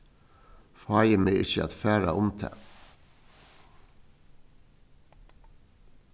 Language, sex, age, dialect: Faroese, male, 61+, Suðurstreymoy